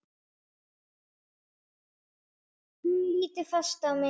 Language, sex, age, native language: Icelandic, male, 8, Icelandic